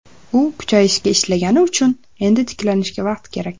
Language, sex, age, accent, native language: Uzbek, female, under 19, Andijon, Uzbek